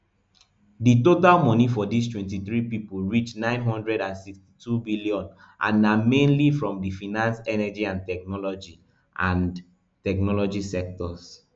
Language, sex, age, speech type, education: Nigerian Pidgin, male, 15-29, spontaneous, tertiary